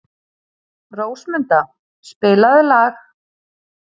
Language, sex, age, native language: Icelandic, female, 30-39, Icelandic